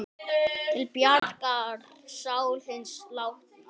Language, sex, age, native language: Icelandic, male, 6, Icelandic